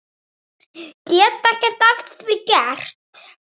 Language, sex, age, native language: Icelandic, female, 7, Icelandic